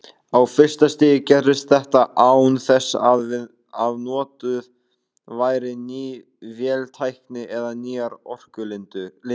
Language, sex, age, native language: Icelandic, male, 18-19, Icelandic